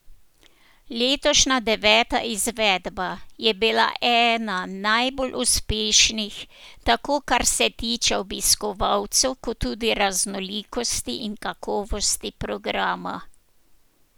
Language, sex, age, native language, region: Slovenian, female, 60+, Slovenian, Posavska region